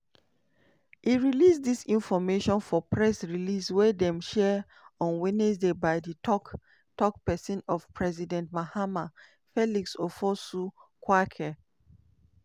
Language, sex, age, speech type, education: Nigerian Pidgin, female, 30-45, spontaneous, tertiary